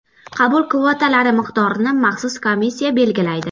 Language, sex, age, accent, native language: Uzbek, female, 12-17, Farg'ona, Uzbek